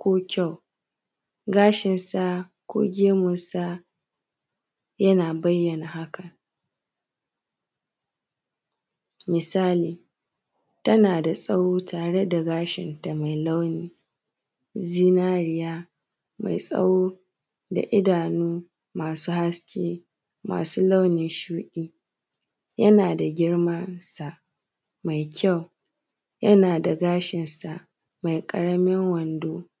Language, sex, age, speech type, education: Hausa, female, 15-29, spontaneous, secondary